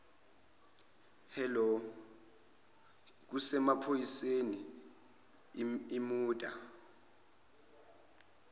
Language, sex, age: Zulu, male, 25